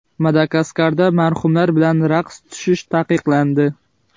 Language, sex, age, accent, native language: Uzbek, male, 18-24, Xorazm, Uzbek